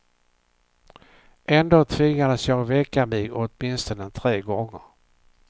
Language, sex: Swedish, male